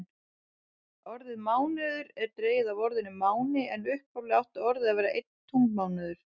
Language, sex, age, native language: Icelandic, female, 30-39, Icelandic